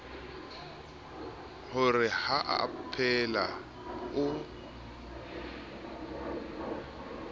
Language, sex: Southern Sotho, male